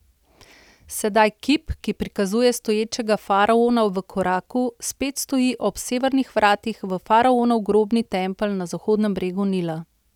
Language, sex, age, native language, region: Slovenian, female, 30-49, Slovenian, Central Slovenia